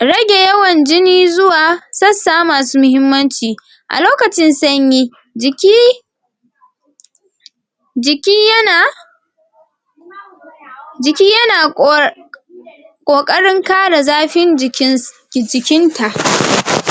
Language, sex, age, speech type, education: Hausa, female, 46-60, spontaneous, secondary